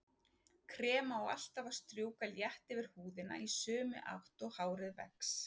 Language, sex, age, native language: Icelandic, female, 40-49, Icelandic